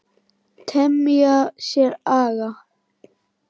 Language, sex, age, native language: Icelandic, female, 9, Icelandic